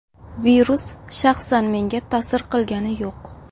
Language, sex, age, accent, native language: Uzbek, female, 18-24, Andijon, Uzbek